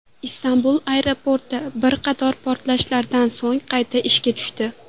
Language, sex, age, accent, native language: Uzbek, female, 12-17, Toshkent shahri, Uzbek